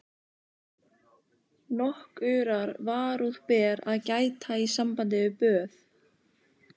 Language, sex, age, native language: Icelandic, female, 15, Icelandic